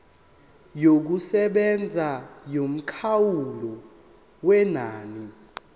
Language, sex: Zulu, male